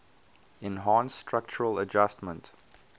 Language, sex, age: English, male, 22